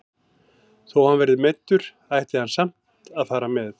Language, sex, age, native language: Icelandic, male, 40-49, Icelandic